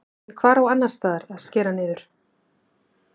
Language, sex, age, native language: Icelandic, female, 50-59, Icelandic